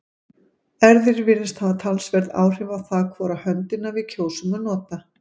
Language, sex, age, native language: Icelandic, female, 50-59, Icelandic